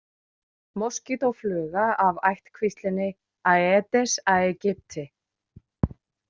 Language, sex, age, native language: Icelandic, female, 40-49, Icelandic